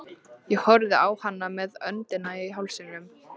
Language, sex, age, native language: Icelandic, female, 13, Icelandic